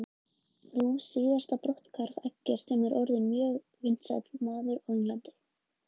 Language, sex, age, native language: Icelandic, female, 20-29, Icelandic